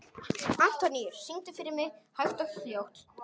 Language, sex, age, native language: Icelandic, male, 18-19, Polish